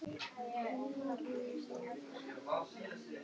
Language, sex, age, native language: Icelandic, other, 11, Icelandic